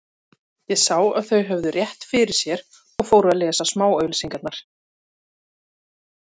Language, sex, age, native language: Icelandic, female, 30-39, Icelandic